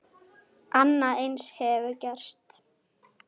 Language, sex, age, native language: Icelandic, female, 10, Icelandic